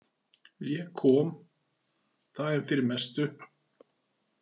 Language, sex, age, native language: Icelandic, male, 40-49, Icelandic